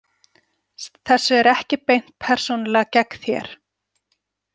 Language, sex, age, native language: Icelandic, female, 40-49, Icelandic